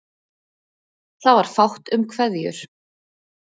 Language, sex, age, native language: Icelandic, female, 20-29, Icelandic